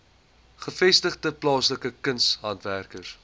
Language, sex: Afrikaans, male